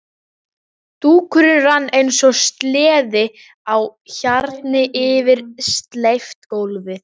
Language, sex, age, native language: Icelandic, female, 11, Icelandic